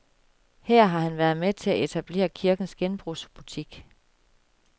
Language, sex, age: Danish, female, 36